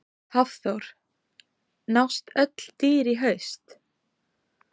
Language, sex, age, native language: Icelandic, female, 18-19, Icelandic